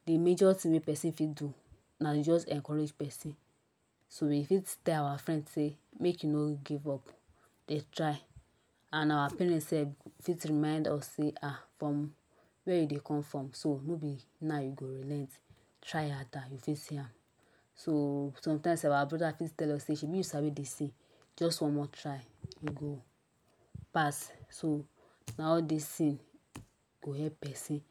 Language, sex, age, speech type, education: Nigerian Pidgin, female, 60+, spontaneous, tertiary